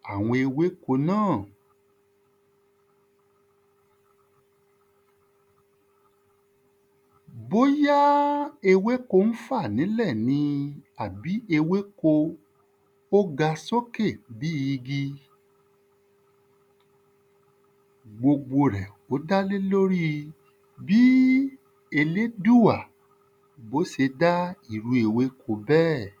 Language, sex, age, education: Yoruba, male, 30-45, tertiary